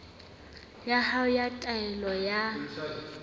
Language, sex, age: Southern Sotho, female, 35